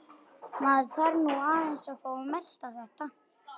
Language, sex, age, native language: Icelandic, male, 11, Icelandic